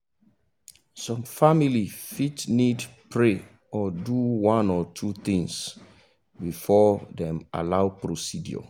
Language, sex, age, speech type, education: Nigerian Pidgin, male, 30-45, spontaneous, tertiary